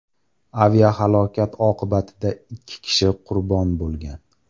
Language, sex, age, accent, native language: Uzbek, male, 18-24, Farg'ona, Uzbek